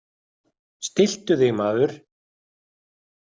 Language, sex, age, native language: Icelandic, male, 40-49, Icelandic